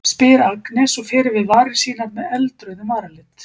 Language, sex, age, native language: Icelandic, female, 50-59, Icelandic